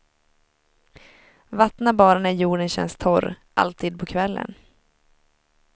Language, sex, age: Swedish, female, 23